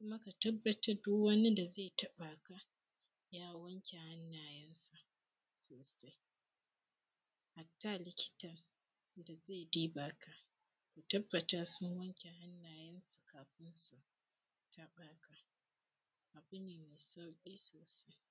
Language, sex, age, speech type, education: Hausa, female, 15-29, spontaneous, secondary